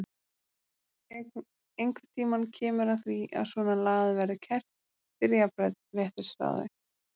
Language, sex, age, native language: Icelandic, female, 30-39, Icelandic